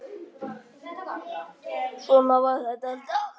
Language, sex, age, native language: Icelandic, male, 9, Icelandic